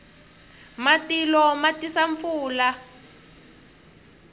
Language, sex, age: Tsonga, female, 23